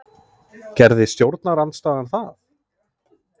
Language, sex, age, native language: Icelandic, male, 30-39, Icelandic